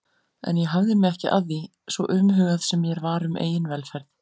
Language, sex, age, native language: Icelandic, female, 40-49, Icelandic